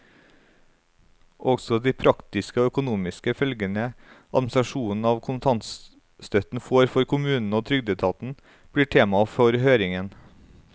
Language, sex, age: Norwegian, male, 35